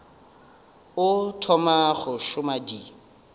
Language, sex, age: Northern Sotho, male, 30